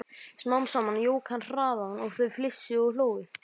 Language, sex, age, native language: Icelandic, male, 12, Icelandic